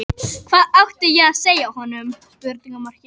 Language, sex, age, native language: Icelandic, female, 11, Icelandic